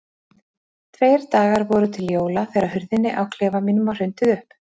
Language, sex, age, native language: Icelandic, female, 40-49, Icelandic